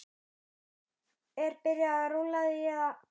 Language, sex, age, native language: Icelandic, male, 9, Icelandic